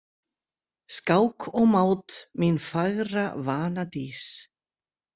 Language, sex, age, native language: Icelandic, female, 60-69, Icelandic